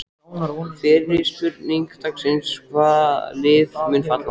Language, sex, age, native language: Icelandic, male, 14, Icelandic